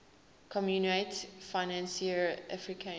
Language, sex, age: English, female, 19